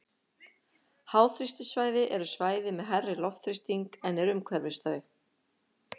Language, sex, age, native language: Icelandic, female, 50-59, Icelandic